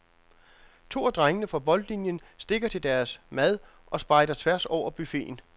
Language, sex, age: Danish, male, 42